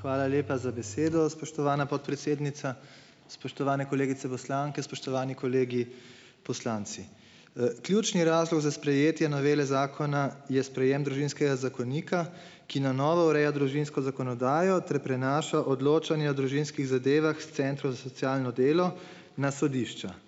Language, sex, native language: Slovenian, male, Slovenian